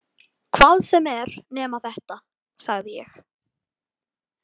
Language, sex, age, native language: Icelandic, male, 18-19, Icelandic